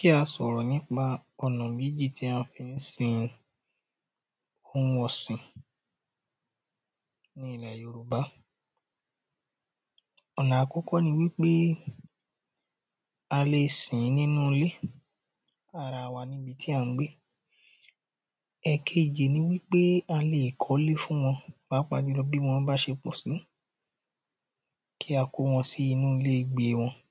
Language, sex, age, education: Yoruba, male, 30-45, primary